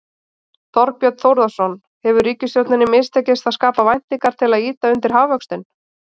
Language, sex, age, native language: Icelandic, female, 30-39, Icelandic